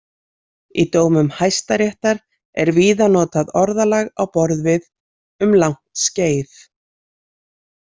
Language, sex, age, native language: Icelandic, female, 40-49, Icelandic